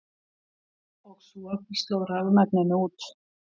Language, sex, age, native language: Icelandic, female, 50-59, Icelandic